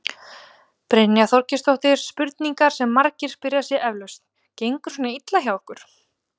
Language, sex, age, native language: Icelandic, female, 20-29, Icelandic